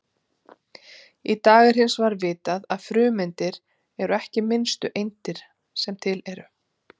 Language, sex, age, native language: Icelandic, female, 40-49, Icelandic